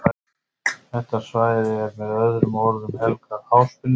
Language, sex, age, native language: Icelandic, male, 50-59, Icelandic